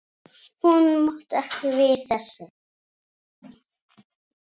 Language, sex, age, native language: Icelandic, male, 5, Icelandic